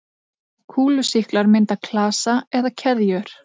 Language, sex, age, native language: Icelandic, female, 30-39, Icelandic